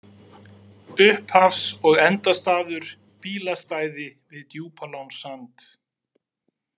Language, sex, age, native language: Icelandic, male, 40-49, Icelandic